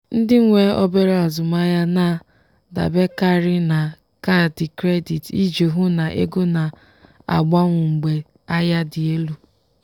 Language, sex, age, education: Igbo, female, 15-29, tertiary